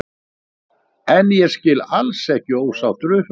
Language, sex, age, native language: Icelandic, male, 60-69, Icelandic